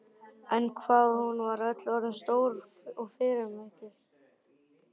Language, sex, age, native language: Icelandic, male, 12, Icelandic